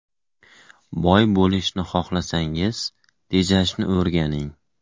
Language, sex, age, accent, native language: Uzbek, male, 25-34, Farg'ona, Uzbek